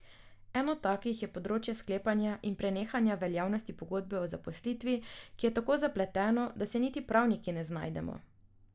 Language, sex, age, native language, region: Slovenian, female, 18-29, Slovenian, Drava region